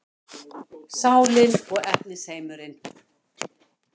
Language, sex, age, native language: Icelandic, female, 60-69, Icelandic